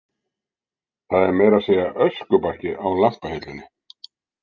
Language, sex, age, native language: Icelandic, male, 60-69, Icelandic